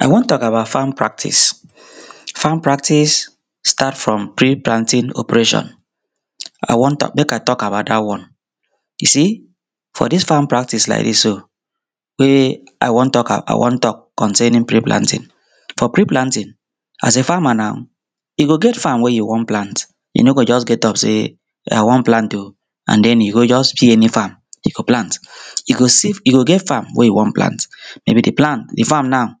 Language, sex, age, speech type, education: Nigerian Pidgin, male, 30-45, spontaneous, tertiary